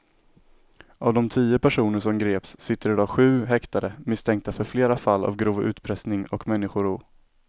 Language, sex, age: Swedish, male, 17